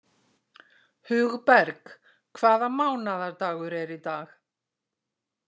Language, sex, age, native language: Icelandic, female, 60-69, Icelandic